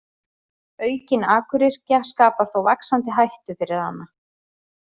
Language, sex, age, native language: Icelandic, female, 30-39, Icelandic